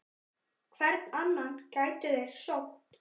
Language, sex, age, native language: Icelandic, male, 9, Icelandic